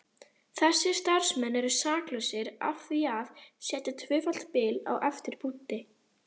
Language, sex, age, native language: Icelandic, female, 30-39, Icelandic